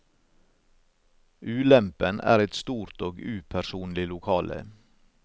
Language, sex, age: Norwegian, male, 56